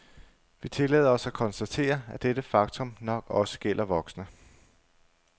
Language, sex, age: Danish, male, 35